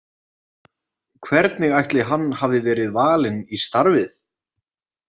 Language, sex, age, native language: Icelandic, male, 20-29, Icelandic